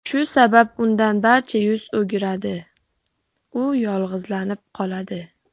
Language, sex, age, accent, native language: Uzbek, female, 40-49, Farg'ona, Uzbek